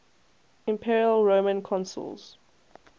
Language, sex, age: English, female, 18